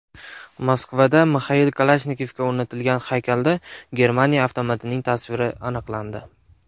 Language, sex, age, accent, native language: Uzbek, male, 19-29, Namangan, Uzbek